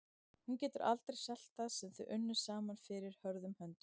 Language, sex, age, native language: Icelandic, female, 30-39, Icelandic